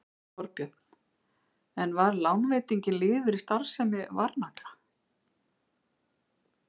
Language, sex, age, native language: Icelandic, female, 50-59, Icelandic